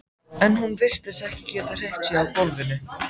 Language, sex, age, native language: Icelandic, male, 14, Icelandic